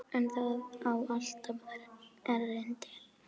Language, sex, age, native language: Icelandic, female, 9, Icelandic